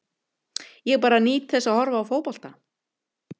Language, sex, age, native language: Icelandic, female, 50-59, Icelandic